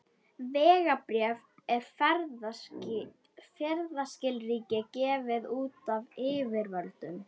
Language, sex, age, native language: Icelandic, female, 21, Icelandic